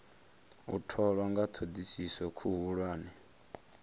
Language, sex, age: Venda, male, 23